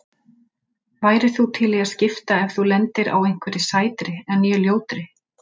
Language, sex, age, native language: Icelandic, female, 40-49, Icelandic